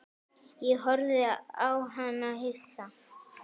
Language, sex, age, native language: Icelandic, female, 9, Icelandic